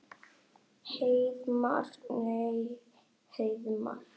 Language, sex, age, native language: Icelandic, female, 9, Icelandic